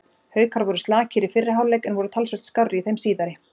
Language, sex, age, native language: Icelandic, female, 40-49, Icelandic